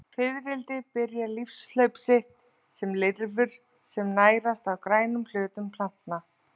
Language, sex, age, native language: Icelandic, female, 40-49, Icelandic